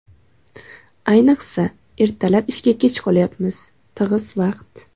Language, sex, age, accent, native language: Uzbek, female, 18-24, Samarqand, Uzbek